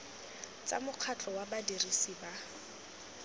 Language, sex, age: Tswana, female, 19